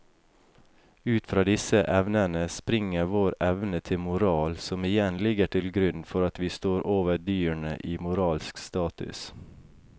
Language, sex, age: Norwegian, male, 28